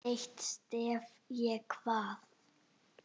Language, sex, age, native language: Icelandic, female, 8, Icelandic